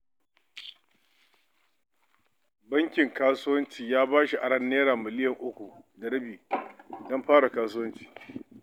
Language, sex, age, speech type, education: Hausa, male, 46-60, read, tertiary